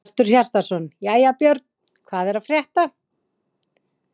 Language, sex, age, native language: Icelandic, female, 20-29, Icelandic